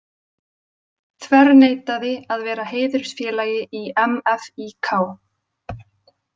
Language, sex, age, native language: Icelandic, female, 20-29, Icelandic